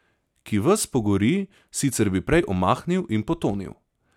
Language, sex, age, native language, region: Slovenian, male, 30-49, Slovenian, Savinja region